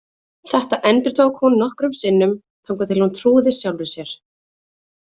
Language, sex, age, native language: Icelandic, female, 20-29, Icelandic